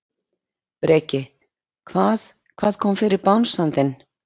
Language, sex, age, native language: Icelandic, female, 30-39, Icelandic